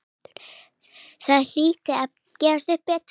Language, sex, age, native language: Icelandic, female, 9, Icelandic